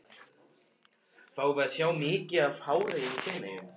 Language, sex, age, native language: Icelandic, male, 15, Icelandic